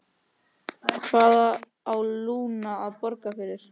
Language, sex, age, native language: Icelandic, male, 13, Icelandic